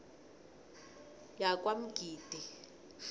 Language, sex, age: South Ndebele, female, 20